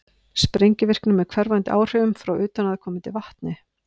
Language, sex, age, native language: Icelandic, female, 50-59, Icelandic